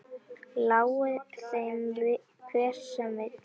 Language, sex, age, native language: Icelandic, female, 10, Icelandic